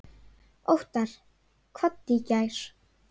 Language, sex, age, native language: Icelandic, female, 9, Icelandic